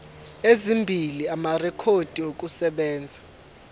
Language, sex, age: Zulu, male, 24